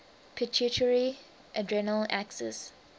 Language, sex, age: English, female, 19